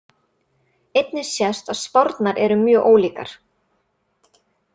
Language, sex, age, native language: Icelandic, female, 30-39, Icelandic